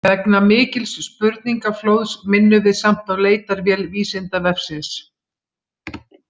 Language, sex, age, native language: Icelandic, female, 50-59, Icelandic